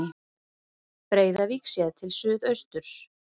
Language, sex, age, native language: Icelandic, female, 30-39, Icelandic